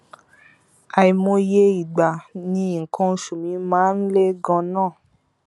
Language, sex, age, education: Yoruba, female, 15-29, tertiary